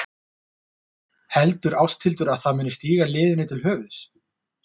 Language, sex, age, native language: Icelandic, male, 40-49, Icelandic